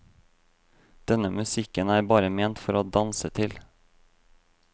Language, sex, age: Norwegian, male, 26